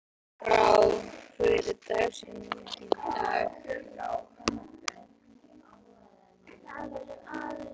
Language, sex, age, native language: Icelandic, female, 12, Icelandic